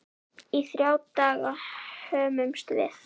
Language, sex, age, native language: Icelandic, female, 9, Icelandic